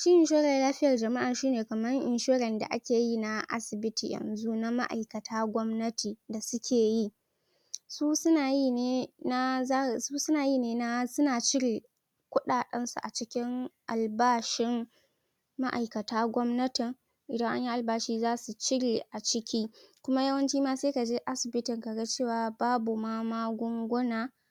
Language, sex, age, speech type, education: Hausa, female, 15-29, spontaneous, tertiary